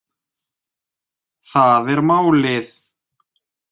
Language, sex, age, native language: Icelandic, male, 30-39, Icelandic